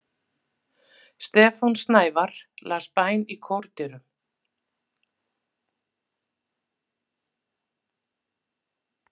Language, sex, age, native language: Icelandic, female, 50-59, Icelandic